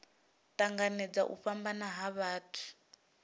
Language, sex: Venda, female